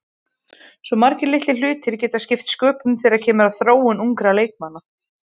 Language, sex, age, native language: Icelandic, female, 20-29, Icelandic